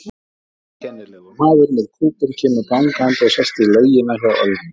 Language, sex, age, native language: Icelandic, male, 40-49, Icelandic